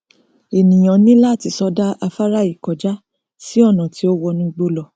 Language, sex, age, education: Yoruba, female, 30-45, tertiary